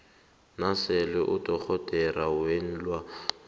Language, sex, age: South Ndebele, male, 18